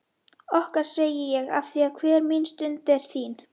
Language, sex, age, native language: Icelandic, female, 11, Icelandic